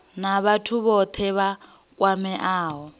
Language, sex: Venda, female